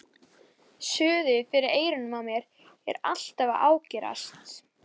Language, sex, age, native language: Icelandic, female, 11, Icelandic